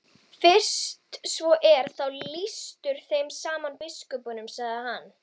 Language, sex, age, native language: Icelandic, female, 12, Icelandic